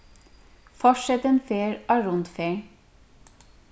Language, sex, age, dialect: Faroese, female, 36-60, Suðurstreymoy